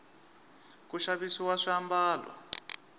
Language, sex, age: Tsonga, male, 23